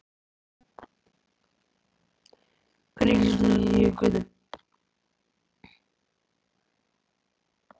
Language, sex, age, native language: Icelandic, male, 11, Icelandic